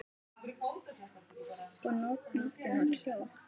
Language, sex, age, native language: Icelandic, female, 10, Icelandic